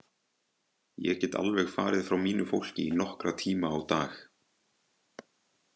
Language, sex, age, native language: Icelandic, male, 20-29, Icelandic